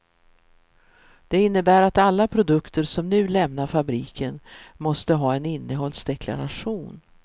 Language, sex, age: Swedish, female, 64